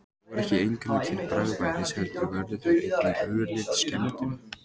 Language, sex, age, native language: Icelandic, male, 18-19, Icelandic